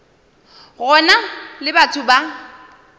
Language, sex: Northern Sotho, female